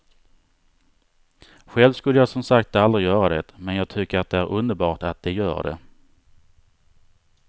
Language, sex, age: Swedish, male, 39